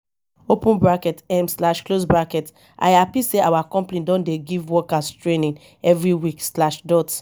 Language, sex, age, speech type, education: Nigerian Pidgin, female, 30-45, spontaneous, tertiary